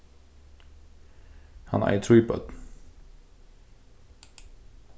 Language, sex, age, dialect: Faroese, male, 15-35, Suðurstreymoy